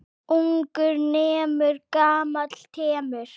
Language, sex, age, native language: Icelandic, female, 8, Icelandic